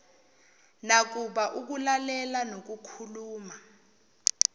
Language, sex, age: Zulu, female, 29